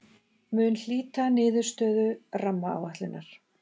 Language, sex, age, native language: Icelandic, female, 40-49, Icelandic